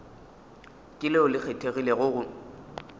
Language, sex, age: Northern Sotho, male, 21